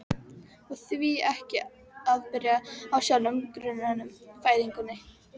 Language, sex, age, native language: Icelandic, female, 12, Icelandic